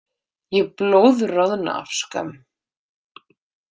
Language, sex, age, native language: Icelandic, female, 30-39, Icelandic